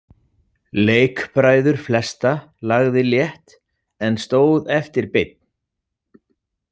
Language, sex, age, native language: Icelandic, male, 40-49, Icelandic